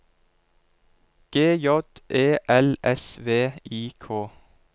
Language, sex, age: Norwegian, male, 22